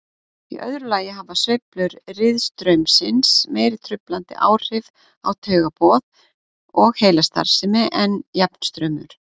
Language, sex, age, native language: Icelandic, female, 40-49, Icelandic